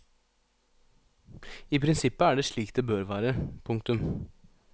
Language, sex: Norwegian, male